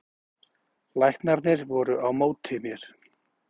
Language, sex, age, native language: Icelandic, male, 40-49, Icelandic